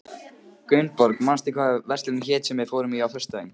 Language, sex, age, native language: Icelandic, male, 15, Icelandic